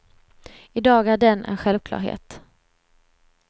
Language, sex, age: Swedish, female, 26